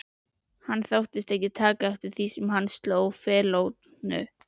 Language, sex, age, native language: Icelandic, female, 11, Icelandic